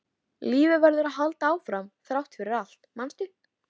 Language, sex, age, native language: Icelandic, female, 13, Icelandic